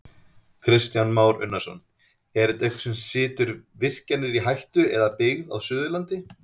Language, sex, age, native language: Icelandic, male, 30-39, Icelandic